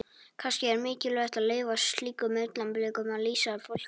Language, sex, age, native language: Icelandic, male, 18-19, Icelandic